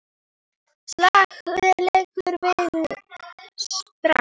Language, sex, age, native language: Icelandic, female, 9, Icelandic